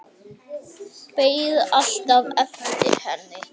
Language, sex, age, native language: Icelandic, female, 8, Icelandic